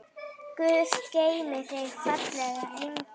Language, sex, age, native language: Icelandic, female, 8, Icelandic